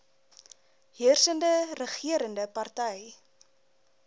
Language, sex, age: Afrikaans, female, 20